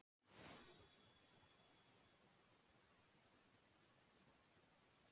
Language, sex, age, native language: Icelandic, female, 40-49, Icelandic